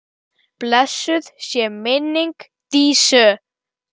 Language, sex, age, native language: Icelandic, female, 10, Icelandic